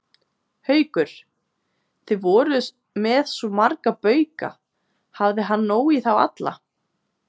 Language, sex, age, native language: Icelandic, female, 20-29, Icelandic